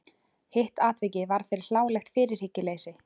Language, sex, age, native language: Icelandic, female, 20-29, Icelandic